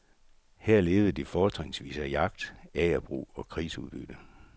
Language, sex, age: Danish, male, 64